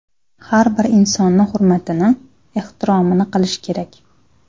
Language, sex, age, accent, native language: Uzbek, female, 19-29, Namangan, Uzbek